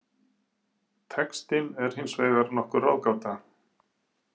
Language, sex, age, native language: Icelandic, male, 40-49, Icelandic